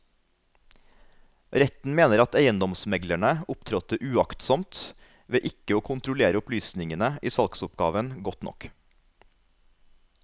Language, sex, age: Norwegian, male, 33